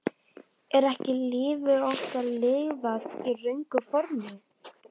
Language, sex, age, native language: Icelandic, female, 12, Icelandic